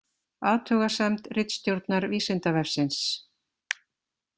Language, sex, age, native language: Icelandic, female, 50-59, Icelandic